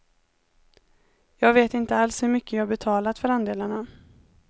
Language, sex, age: Swedish, female, 19